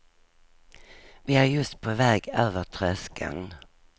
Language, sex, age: Swedish, female, 59